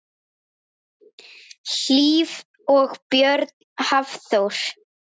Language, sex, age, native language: Icelandic, female, 10, Icelandic